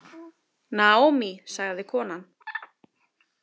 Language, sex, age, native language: Icelandic, female, 30-39, Icelandic